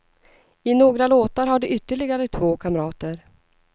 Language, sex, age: Swedish, female, 39